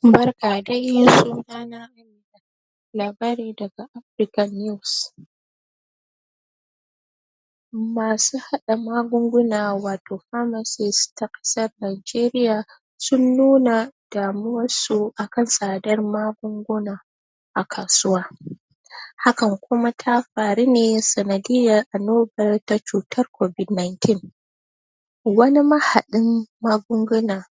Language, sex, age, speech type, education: Hausa, female, 30-45, spontaneous, tertiary